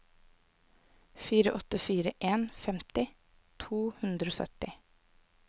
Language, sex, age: Norwegian, female, 24